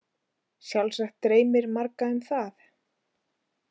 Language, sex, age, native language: Icelandic, female, 40-49, Icelandic